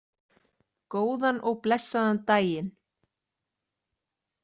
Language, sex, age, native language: Icelandic, female, 30-39, Icelandic